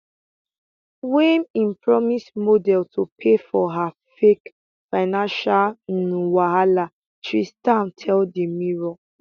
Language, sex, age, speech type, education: Nigerian Pidgin, female, 15-29, spontaneous, tertiary